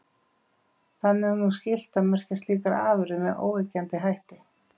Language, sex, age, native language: Icelandic, female, 50-59, Icelandic